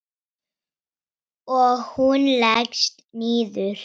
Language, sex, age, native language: Icelandic, female, 10, Icelandic